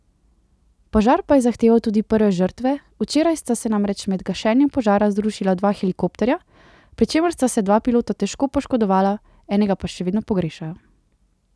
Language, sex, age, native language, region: Slovenian, female, 18-29, Slovenian, Central Slovenia